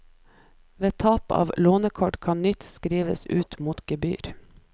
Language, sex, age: Norwegian, female, 29